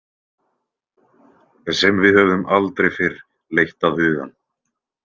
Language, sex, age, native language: Icelandic, male, 20-29, Icelandic